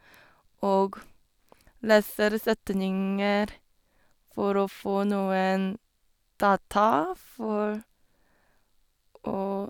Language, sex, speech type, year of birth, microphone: Norwegian, female, spontaneous, 1989, Sennheiser